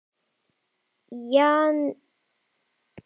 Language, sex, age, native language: Icelandic, male, 30-39, Icelandic